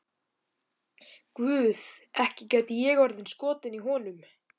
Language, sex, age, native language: Icelandic, male, 13, Icelandic